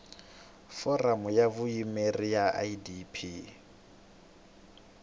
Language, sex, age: Tsonga, male, 22